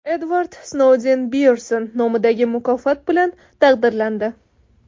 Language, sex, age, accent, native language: Uzbek, female, 18-24, Qoraqalpog'iston, Tajik